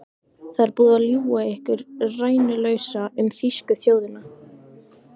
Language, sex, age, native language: Icelandic, female, 15, Icelandic